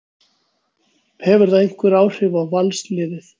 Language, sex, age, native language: Icelandic, male, 40-49, Icelandic